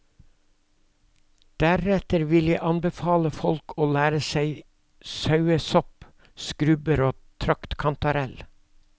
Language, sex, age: Norwegian, male, 52